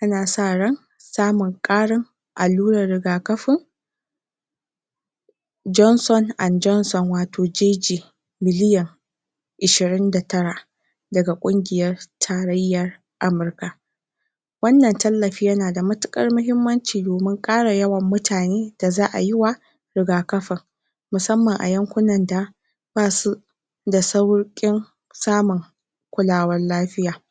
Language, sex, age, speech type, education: Hausa, female, 46-60, spontaneous, secondary